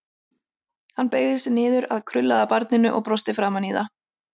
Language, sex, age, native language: Icelandic, female, 30-39, Icelandic